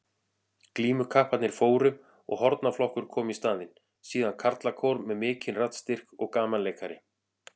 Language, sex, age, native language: Icelandic, male, 40-49, Icelandic